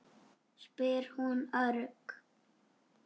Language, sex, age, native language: Icelandic, female, 6, Icelandic